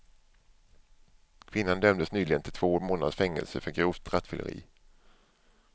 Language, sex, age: Swedish, male, 47